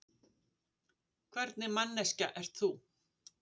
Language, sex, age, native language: Icelandic, female, 50-59, Icelandic